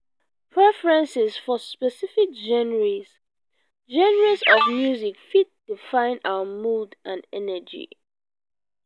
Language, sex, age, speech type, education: Nigerian Pidgin, female, 15-29, spontaneous, tertiary